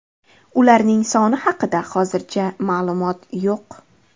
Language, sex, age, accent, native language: Uzbek, female, 25-34, Andijon, Uzbek